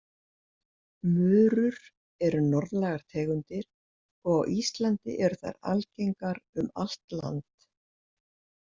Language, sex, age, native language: Icelandic, female, 60-69, Icelandic